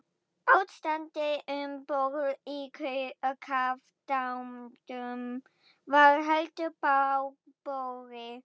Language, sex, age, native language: Icelandic, female, 11, German